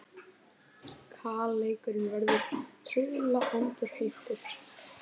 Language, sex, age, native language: Icelandic, male, 18-19, Icelandic